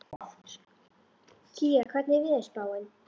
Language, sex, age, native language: Icelandic, female, 11, Icelandic